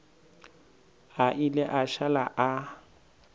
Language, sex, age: Northern Sotho, male, 19